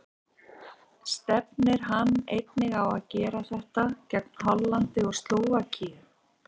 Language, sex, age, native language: Icelandic, female, 50-59, Icelandic